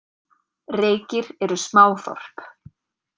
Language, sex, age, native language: Icelandic, female, 30-39, Icelandic